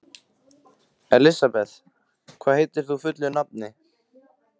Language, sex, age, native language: Icelandic, male, 15, Icelandic